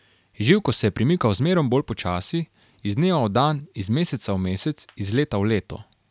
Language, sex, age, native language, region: Slovenian, male, 18-29, Slovenian, Carinthia region